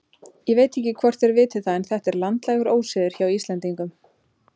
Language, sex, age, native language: Icelandic, female, 30-39, Icelandic